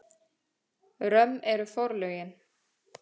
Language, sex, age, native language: Icelandic, female, 30-39, Icelandic